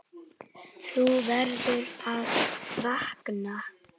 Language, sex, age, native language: Icelandic, female, 10, Icelandic